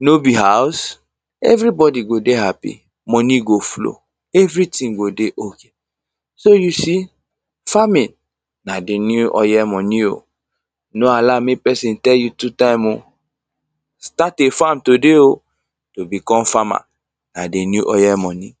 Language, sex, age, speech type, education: Nigerian Pidgin, male, 30-45, spontaneous, tertiary